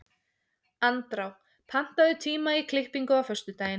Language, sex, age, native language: Icelandic, female, 20-29, Icelandic